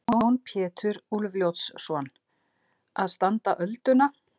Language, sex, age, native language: Icelandic, female, 50-59, Icelandic